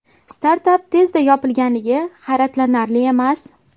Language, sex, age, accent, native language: Uzbek, female, 18-24, Toshkent viloyati, Uzbek